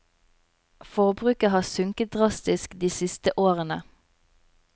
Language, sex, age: Norwegian, female, 27